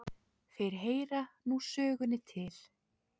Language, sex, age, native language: Icelandic, male, 6, Icelandic